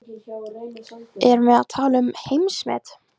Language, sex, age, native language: Icelandic, female, 14, Icelandic